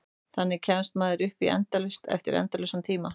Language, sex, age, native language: Icelandic, female, 30-39, Icelandic